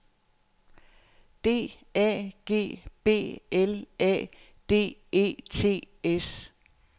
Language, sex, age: Danish, female, 69